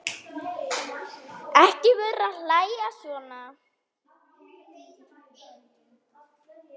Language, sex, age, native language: Icelandic, male, 10, Icelandic